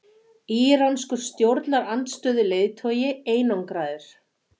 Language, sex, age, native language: Icelandic, female, 40-49, Icelandic